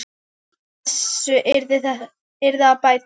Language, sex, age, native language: Icelandic, female, 10, Icelandic